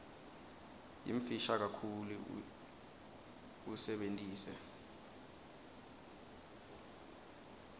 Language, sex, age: Swati, male, 19